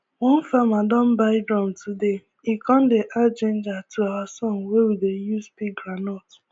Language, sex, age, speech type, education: Nigerian Pidgin, female, 15-29, spontaneous, tertiary